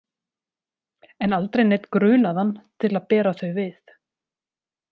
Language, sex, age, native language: Icelandic, female, 30-39, Icelandic